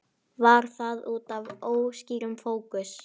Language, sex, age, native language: Icelandic, female, 10, Icelandic